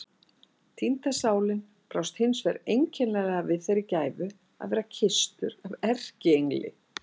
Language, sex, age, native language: Icelandic, female, 60-69, Icelandic